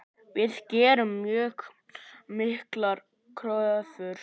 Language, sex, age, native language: Icelandic, male, 9, Icelandic